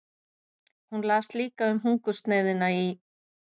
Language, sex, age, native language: Icelandic, female, 50-59, Icelandic